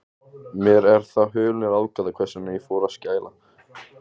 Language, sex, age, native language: Icelandic, male, 20-29, Icelandic